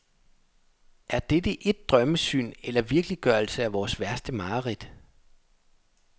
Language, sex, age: Danish, male, 27